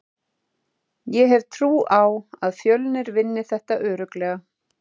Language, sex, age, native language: Icelandic, female, 30-39, Icelandic